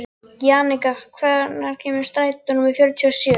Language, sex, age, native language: Icelandic, other, 12, Icelandic